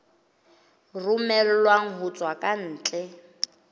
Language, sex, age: Southern Sotho, female, 29